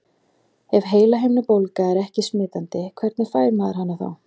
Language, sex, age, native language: Icelandic, female, 40-49, Icelandic